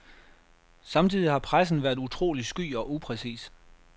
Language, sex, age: Danish, male, 33